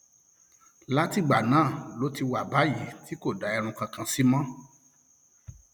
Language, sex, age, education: Yoruba, male, 46-60, tertiary